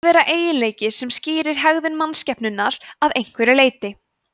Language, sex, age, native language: Icelandic, female, 20-29, Icelandic